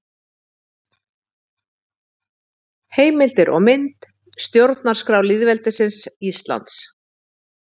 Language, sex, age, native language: Icelandic, female, 50-59, Icelandic